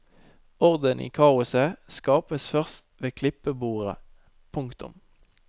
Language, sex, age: Norwegian, male, 29